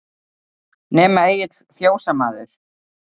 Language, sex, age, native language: Icelandic, female, 30-39, Icelandic